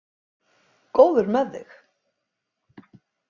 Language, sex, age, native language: Icelandic, female, 50-59, Icelandic